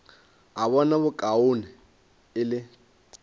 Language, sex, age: Northern Sotho, male, 22